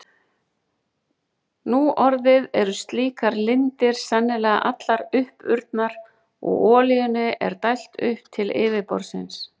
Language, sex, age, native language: Icelandic, female, 40-49, Icelandic